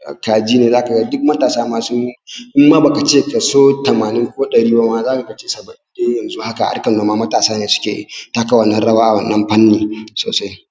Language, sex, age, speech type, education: Hausa, male, 15-29, spontaneous, tertiary